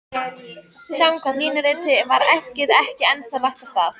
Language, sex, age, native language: Icelandic, female, 13, Icelandic